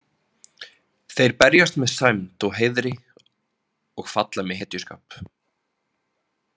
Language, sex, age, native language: Icelandic, male, 30-39, Icelandic